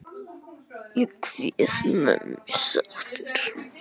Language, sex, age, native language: Icelandic, male, 10, Icelandic